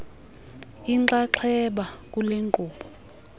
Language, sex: Xhosa, female